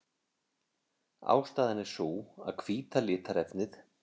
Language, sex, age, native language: Icelandic, male, 50-59, Icelandic